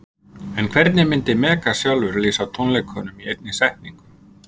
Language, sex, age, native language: Icelandic, male, 50-59, Icelandic